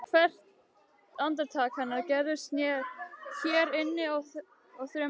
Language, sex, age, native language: Icelandic, other, 12, Icelandic